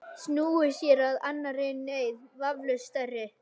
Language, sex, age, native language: Icelandic, other, 12, Icelandic